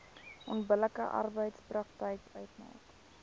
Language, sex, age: Afrikaans, female, 19